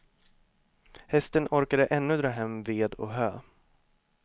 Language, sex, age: Swedish, male, 25